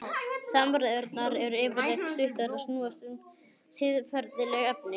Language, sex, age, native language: Icelandic, male, 18-19, Icelandic